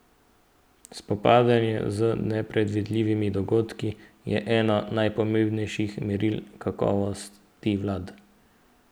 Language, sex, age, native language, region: Slovenian, male, 18-29, Slovenian, Central Slovenia